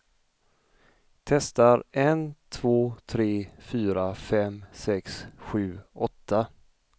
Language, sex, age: Swedish, male, 35